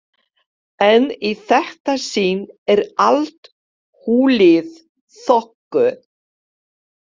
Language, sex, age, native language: Icelandic, female, 50-59, Polish